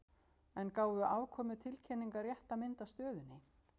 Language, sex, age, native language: Icelandic, female, 50-59, Icelandic